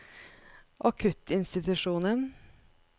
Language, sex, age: Norwegian, female, 41